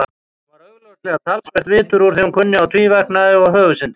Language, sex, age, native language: Icelandic, male, 50-59, Icelandic